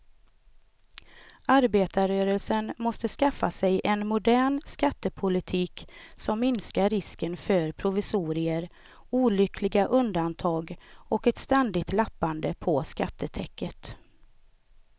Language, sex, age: Swedish, female, 38